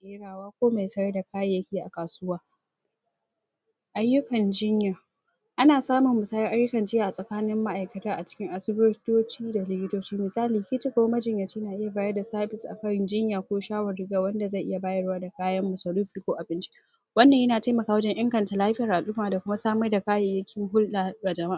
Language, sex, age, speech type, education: Hausa, female, 46-60, spontaneous, secondary